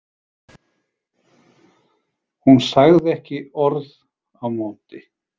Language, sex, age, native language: Icelandic, male, 40-49, Icelandic